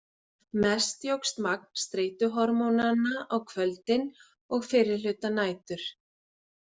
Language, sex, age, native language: Icelandic, female, 40-49, Icelandic